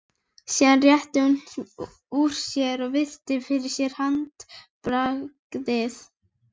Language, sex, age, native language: Icelandic, female, 11, Icelandic